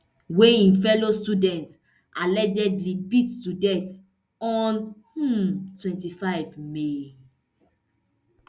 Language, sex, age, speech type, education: Nigerian Pidgin, female, 30-45, spontaneous, tertiary